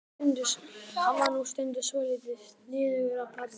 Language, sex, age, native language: Icelandic, male, 12, Icelandic